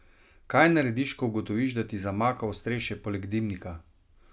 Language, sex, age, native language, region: Slovenian, male, 30-49, Slovenian, Savinja region